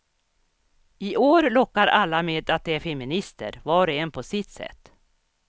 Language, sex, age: Swedish, female, 61